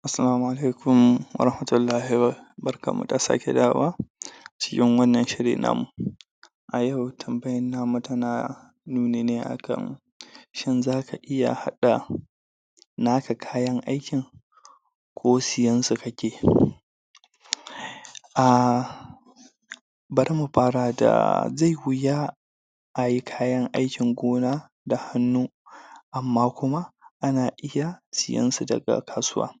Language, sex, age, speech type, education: Hausa, male, 30-45, spontaneous, tertiary